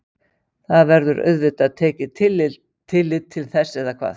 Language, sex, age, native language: Icelandic, female, 50-59, Icelandic